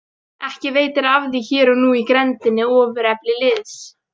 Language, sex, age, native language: Icelandic, female, 18-19, Icelandic